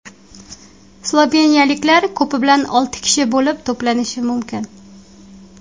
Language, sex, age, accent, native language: Uzbek, female, 19-29, Qashqadaryo, Uzbek